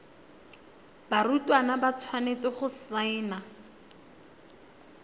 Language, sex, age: Tswana, female, 21